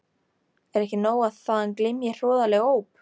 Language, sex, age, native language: Icelandic, female, 13, Icelandic